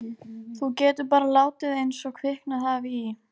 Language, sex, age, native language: Icelandic, female, 13, Icelandic